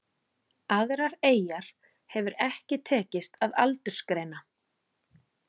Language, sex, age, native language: Icelandic, female, 40-49, Icelandic